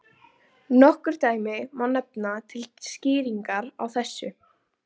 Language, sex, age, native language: Icelandic, female, 12, Icelandic